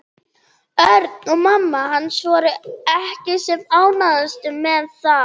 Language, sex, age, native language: Icelandic, female, 30-39, German